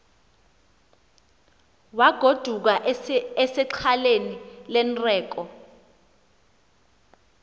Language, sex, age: Xhosa, female, 24